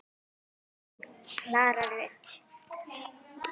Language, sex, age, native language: Icelandic, female, 9, Icelandic